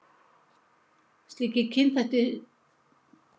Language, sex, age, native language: Icelandic, female, 70-79, Icelandic